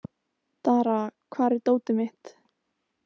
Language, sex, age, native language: Icelandic, female, 15, Icelandic